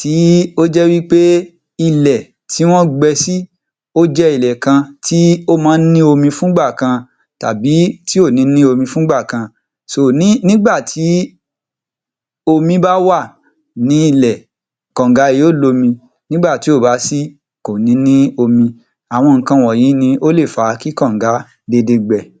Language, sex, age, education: Yoruba, male, 30-45, tertiary